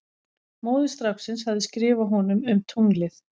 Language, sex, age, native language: Icelandic, female, 11, Icelandic